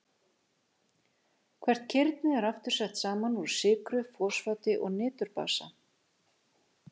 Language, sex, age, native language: Icelandic, female, 50-59, Icelandic